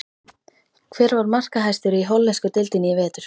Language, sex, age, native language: Icelandic, female, 13, Icelandic